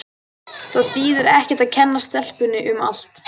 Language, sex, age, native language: Icelandic, male, 12, Icelandic